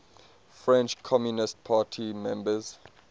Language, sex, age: English, male, 22